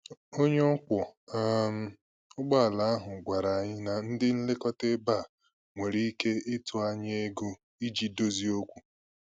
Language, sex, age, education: Igbo, male, 15-29, tertiary